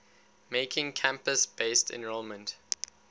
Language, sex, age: English, male, 19